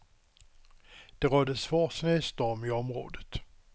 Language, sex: Swedish, male